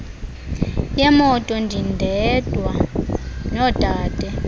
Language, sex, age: Xhosa, female, 23